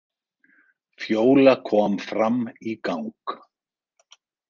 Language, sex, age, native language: Icelandic, male, 40-49, Icelandic